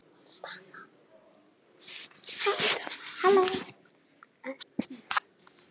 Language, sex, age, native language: Icelandic, male, 8, Icelandic